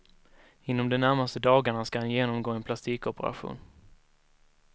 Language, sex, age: Swedish, male, 19